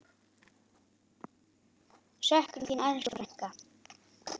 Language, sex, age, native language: Icelandic, female, 8, Icelandic